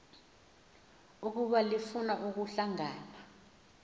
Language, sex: Xhosa, female